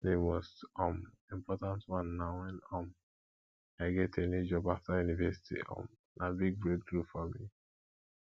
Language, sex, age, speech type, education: Nigerian Pidgin, male, 15-29, spontaneous, tertiary